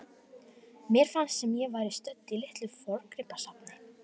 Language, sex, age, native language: Icelandic, female, 11, Icelandic